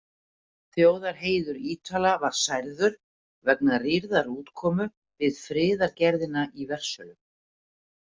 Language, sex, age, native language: Icelandic, female, 50-59, Icelandic